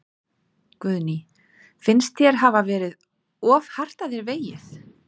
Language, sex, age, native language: Icelandic, female, 30-39, Icelandic